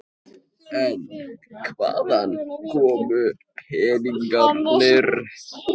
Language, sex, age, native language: Icelandic, male, 13, Icelandic